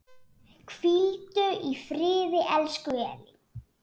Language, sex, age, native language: Icelandic, female, 7, Icelandic